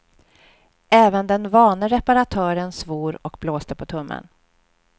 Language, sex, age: Swedish, female, 46